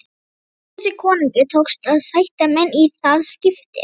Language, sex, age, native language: Icelandic, female, 12, Icelandic